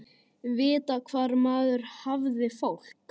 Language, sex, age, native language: Icelandic, male, 10, Icelandic